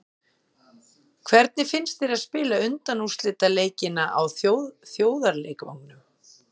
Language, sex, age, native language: Icelandic, female, 50-59, Icelandic